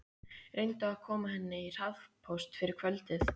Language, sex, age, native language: Icelandic, female, 15, Icelandic